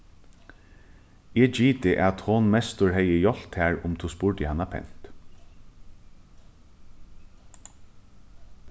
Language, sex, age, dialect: Faroese, male, 15-35, Norðuroyggjar